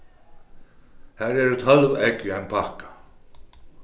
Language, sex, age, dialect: Faroese, male, 36-60, Suðurstreymoy